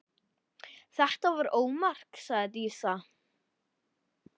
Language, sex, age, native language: Icelandic, male, 10, Icelandic